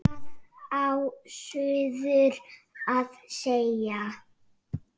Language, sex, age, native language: Icelandic, male, 6, Icelandic